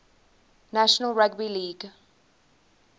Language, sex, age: English, female, 19